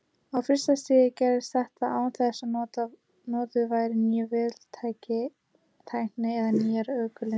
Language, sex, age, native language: Icelandic, female, 18-19, Icelandic